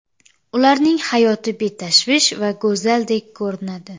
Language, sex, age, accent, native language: Uzbek, female, 18-24, Samarqand, Uzbek